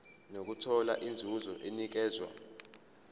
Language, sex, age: Zulu, male, 25